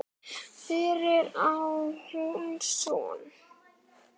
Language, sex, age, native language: Icelandic, male, 9, Icelandic